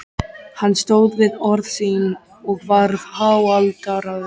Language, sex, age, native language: Icelandic, male, 13, Icelandic